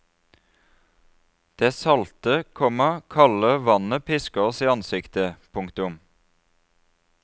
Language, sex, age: Norwegian, male, 33